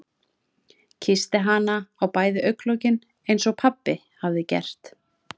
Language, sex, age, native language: Icelandic, female, 30-39, Icelandic